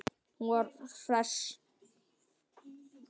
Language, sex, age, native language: Icelandic, male, 9, Icelandic